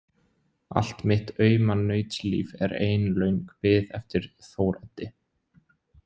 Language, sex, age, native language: Icelandic, male, 20-29, Icelandic